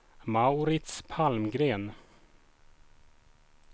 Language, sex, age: Swedish, male, 36